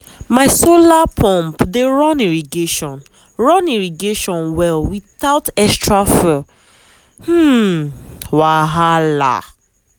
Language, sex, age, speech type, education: Nigerian Pidgin, female, 15-29, spontaneous, tertiary